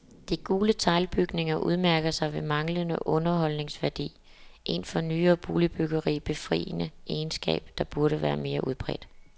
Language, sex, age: Danish, female, 27